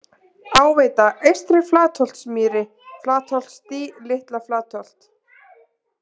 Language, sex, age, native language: Icelandic, female, 20-29, Icelandic